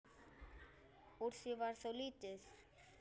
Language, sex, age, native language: Icelandic, male, 9, Icelandic